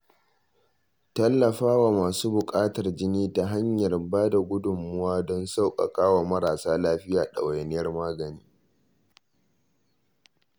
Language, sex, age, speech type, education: Hausa, male, 15-29, read, tertiary